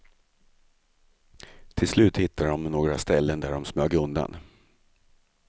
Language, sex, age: Swedish, male, 35